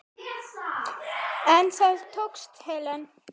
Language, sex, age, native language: Icelandic, female, 9, Icelandic